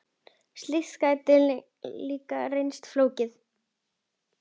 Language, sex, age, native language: Icelandic, female, 10, Icelandic